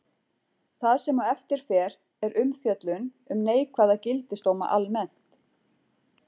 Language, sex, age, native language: Icelandic, female, 40-49, Icelandic